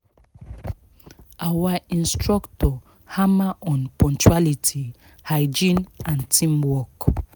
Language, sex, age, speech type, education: Nigerian Pidgin, female, 30-45, spontaneous, tertiary